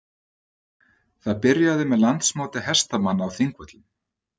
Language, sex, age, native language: Icelandic, male, 30-39, Icelandic